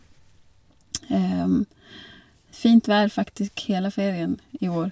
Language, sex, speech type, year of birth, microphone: Norwegian, female, spontaneous, 1982, Shure